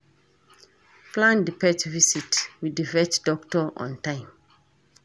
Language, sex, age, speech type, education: Nigerian Pidgin, female, 46-60, read, tertiary